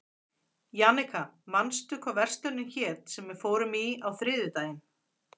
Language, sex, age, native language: Icelandic, female, 40-49, Icelandic